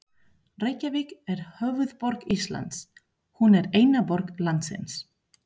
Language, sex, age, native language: Icelandic, female, 30-39, Spanish